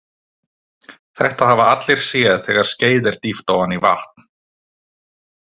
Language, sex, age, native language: Icelandic, male, 20-29, Icelandic